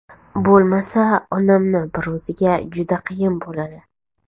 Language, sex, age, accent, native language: Uzbek, female, 18-24, Toshkent shahri, Uzbek